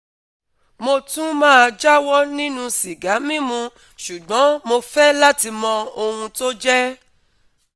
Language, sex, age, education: Yoruba, female, 30-45, tertiary